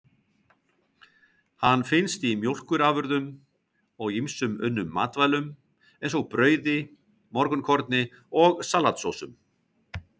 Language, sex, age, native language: Icelandic, male, 50-59, Icelandic